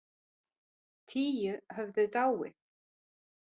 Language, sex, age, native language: Icelandic, female, 40-49, Icelandic